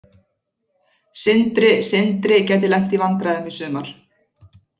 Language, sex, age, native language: Icelandic, female, 40-49, Icelandic